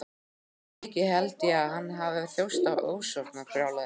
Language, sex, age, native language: Icelandic, male, 12, Icelandic